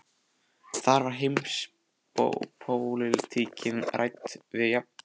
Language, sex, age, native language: Icelandic, male, 14, Icelandic